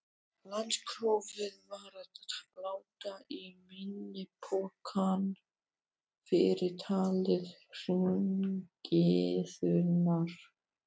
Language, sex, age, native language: Icelandic, male, 12, Icelandic